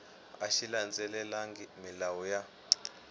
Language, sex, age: Tsonga, male, 18